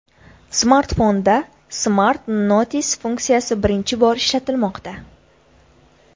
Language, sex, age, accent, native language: Uzbek, female, 18-24, Buxoro, Uzbek